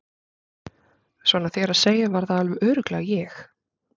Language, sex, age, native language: Icelandic, female, 30-39, Icelandic